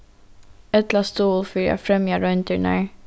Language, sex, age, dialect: Faroese, female, 15-35, Norðuroyggjar